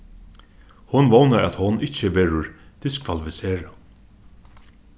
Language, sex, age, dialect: Faroese, male, 36-60, Suðurstreymoy